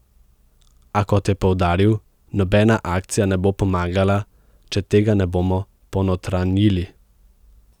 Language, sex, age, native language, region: Slovenian, male, 18-29, Slovenian, Central Slovenia